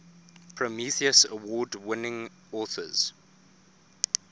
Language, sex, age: English, male, 24